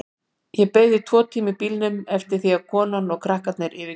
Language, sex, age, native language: Icelandic, female, 60-69, Icelandic